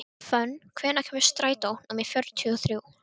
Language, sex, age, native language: Icelandic, female, 12, Icelandic